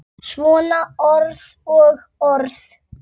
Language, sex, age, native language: Icelandic, female, 9, Icelandic